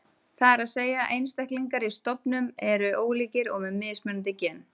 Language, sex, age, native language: Icelandic, female, 30-39, Icelandic